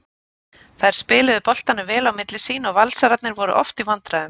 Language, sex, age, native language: Icelandic, female, 30-39, Icelandic